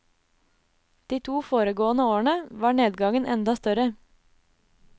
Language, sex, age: Norwegian, female, 24